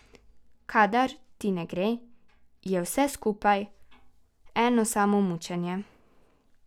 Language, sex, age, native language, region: Slovenian, female, 12-17, Slovenian, Carinthia region